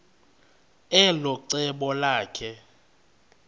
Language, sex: Xhosa, male